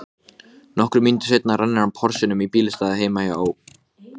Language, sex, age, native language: Icelandic, male, 14, Icelandic